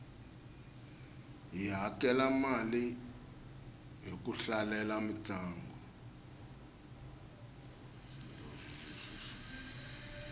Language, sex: Tsonga, male